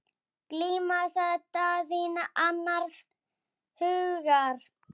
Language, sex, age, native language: Icelandic, female, 8, Icelandic